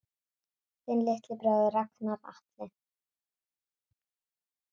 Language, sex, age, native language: Icelandic, female, 9, Icelandic